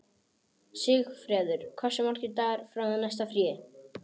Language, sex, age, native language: Icelandic, male, 18-19, Polish